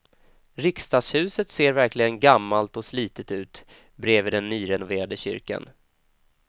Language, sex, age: Swedish, male, 25